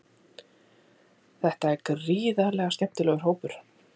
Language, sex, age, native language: Icelandic, female, 40-49, Icelandic